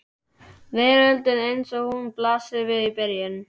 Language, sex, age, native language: Icelandic, male, 12, Icelandic